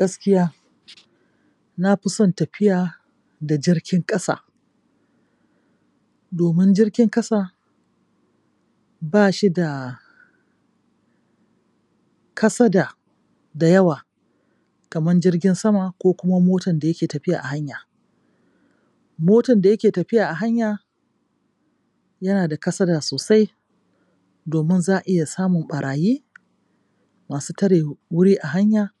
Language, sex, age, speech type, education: Hausa, female, 46-60, spontaneous, tertiary